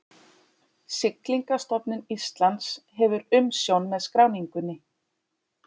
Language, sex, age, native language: Icelandic, female, 30-39, Icelandic